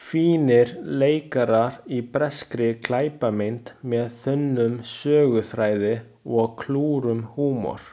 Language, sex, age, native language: Icelandic, male, 20-29, Chinese